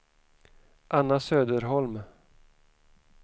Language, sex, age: Swedish, male, 41